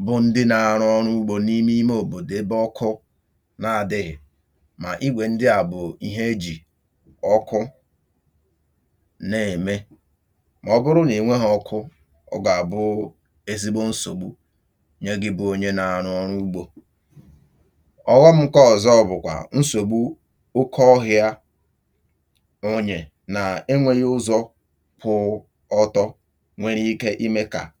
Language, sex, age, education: Igbo, male, 30-45, tertiary